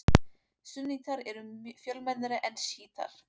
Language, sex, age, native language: Icelandic, female, 18-19, Icelandic